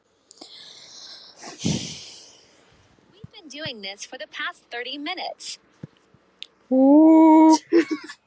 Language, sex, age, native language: Icelandic, male, 16, Icelandic